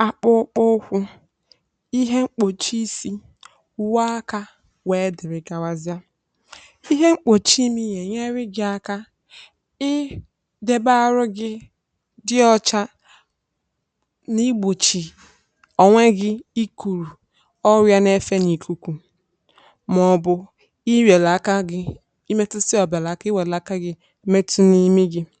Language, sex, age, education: Igbo, female, 15-29, tertiary